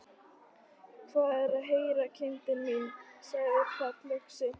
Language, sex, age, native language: Icelandic, female, 13, Icelandic